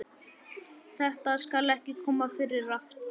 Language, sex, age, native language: Icelandic, male, 11, Icelandic